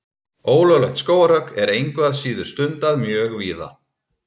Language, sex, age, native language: Icelandic, male, 30-39, Icelandic